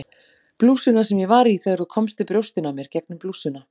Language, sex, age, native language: Icelandic, female, 40-49, Icelandic